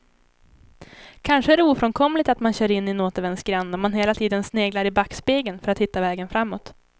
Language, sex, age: Swedish, female, 18